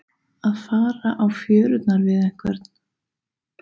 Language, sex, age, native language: Icelandic, female, 30-39, Icelandic